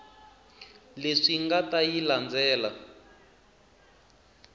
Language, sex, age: Tsonga, male, 19